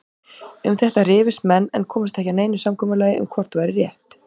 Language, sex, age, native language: Icelandic, female, 18-19, Icelandic